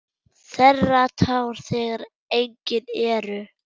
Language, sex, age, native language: Icelandic, male, 8, German